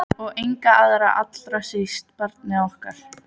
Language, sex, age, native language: Icelandic, female, 12, Icelandic